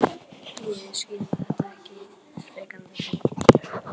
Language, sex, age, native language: Icelandic, male, 11, Icelandic